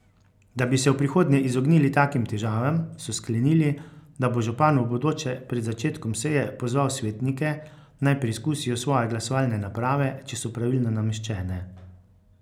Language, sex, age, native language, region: Slovenian, male, 50-59, Slovenian, Carinthia region